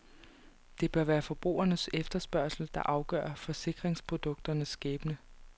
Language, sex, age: Danish, female, 29